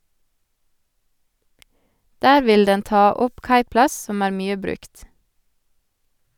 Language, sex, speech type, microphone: Norwegian, female, read, Sennheiser